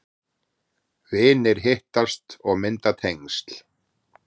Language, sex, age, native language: Icelandic, male, 40-49, Icelandic